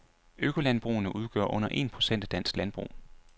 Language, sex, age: Danish, male, 24